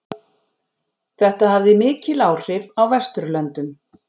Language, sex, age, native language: Icelandic, female, 40-49, Icelandic